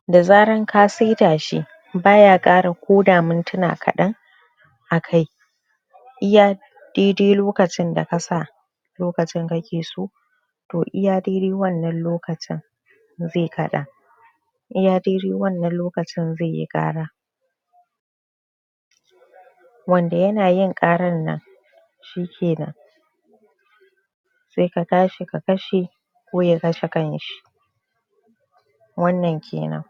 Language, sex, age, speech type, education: Hausa, female, 15-29, spontaneous, primary